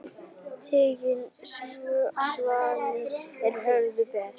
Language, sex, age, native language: Icelandic, female, 10, Icelandic